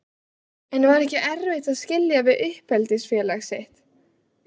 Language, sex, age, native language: Icelandic, female, 16, Icelandic